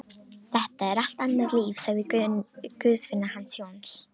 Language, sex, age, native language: Icelandic, female, 18-19, Romanian